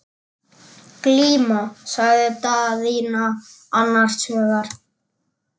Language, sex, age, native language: Icelandic, male, 10, Icelandic